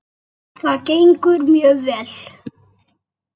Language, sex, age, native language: Icelandic, male, 8, Icelandic